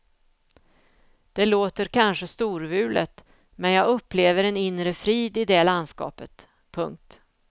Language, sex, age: Swedish, female, 49